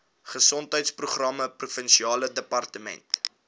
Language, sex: Afrikaans, male